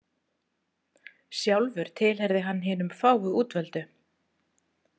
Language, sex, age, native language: Icelandic, female, 40-49, Icelandic